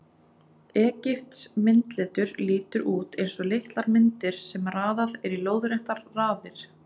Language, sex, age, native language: Icelandic, female, 20-29, Icelandic